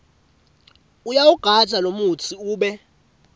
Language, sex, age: Swati, male, 18